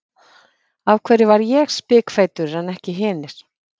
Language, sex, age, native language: Icelandic, female, 50-59, Icelandic